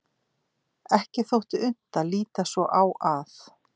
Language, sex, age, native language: Icelandic, female, 50-59, Icelandic